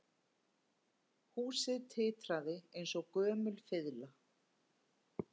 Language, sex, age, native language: Icelandic, female, 50-59, Icelandic